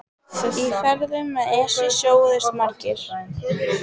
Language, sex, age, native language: Icelandic, female, 15, Icelandic